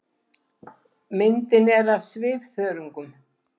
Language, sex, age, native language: Icelandic, female, 70-79, Icelandic